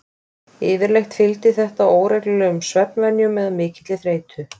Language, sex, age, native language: Icelandic, female, 20-29, Icelandic